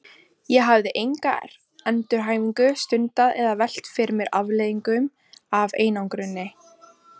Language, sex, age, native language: Icelandic, female, 20-29, Icelandic